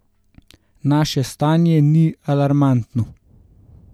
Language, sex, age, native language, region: Slovenian, male, 18-29, Slovenian, Gorenjska region